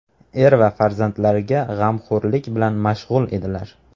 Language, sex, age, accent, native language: Uzbek, male, 19-29, Namangan, Uzbek